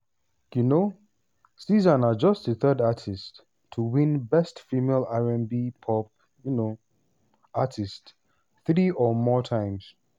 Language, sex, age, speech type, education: Nigerian Pidgin, male, 15-29, spontaneous, tertiary